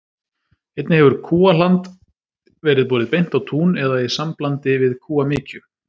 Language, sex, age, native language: Icelandic, male, 30-39, Icelandic